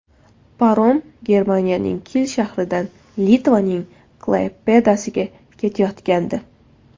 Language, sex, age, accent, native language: Uzbek, female, 19-29, Toshkent viloyati, Uzbek